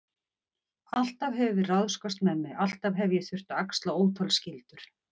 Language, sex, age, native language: Icelandic, female, 50-59, Icelandic